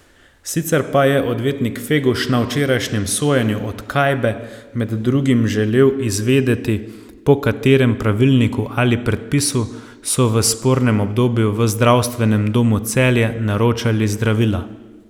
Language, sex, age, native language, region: Slovenian, male, 30-49, Slovenian, Savinja region